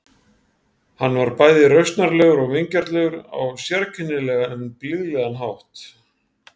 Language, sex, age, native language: Icelandic, male, 40-49, Icelandic